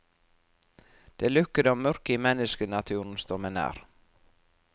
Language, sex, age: Norwegian, female, 44